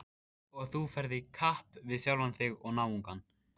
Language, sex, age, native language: Icelandic, male, 14, Icelandic